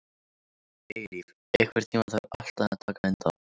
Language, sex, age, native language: Icelandic, male, 13, Icelandic